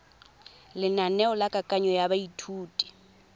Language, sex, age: Tswana, female, 22